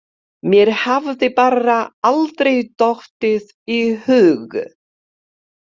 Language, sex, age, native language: Icelandic, female, 50-59, Polish